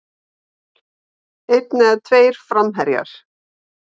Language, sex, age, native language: Icelandic, female, 50-59, Icelandic